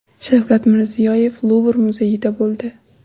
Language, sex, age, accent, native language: Uzbek, female, under 19, Toshkent shahri, Uzbek